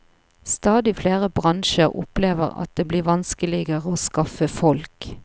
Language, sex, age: Norwegian, female, 38